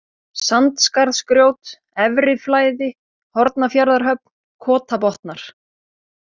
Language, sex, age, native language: Icelandic, female, 30-39, Icelandic